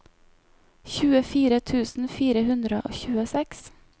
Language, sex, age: Norwegian, female, 25